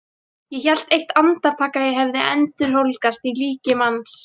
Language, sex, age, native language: Icelandic, female, 18-19, Icelandic